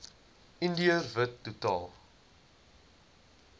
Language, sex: Afrikaans, male